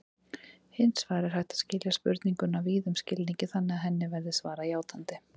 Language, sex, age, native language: Icelandic, female, 30-39, Icelandic